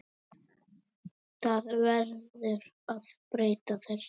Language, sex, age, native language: Icelandic, male, 9, Icelandic